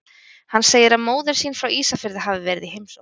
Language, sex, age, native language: Icelandic, female, 20-29, Icelandic